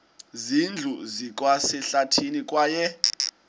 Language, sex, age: Xhosa, male, 20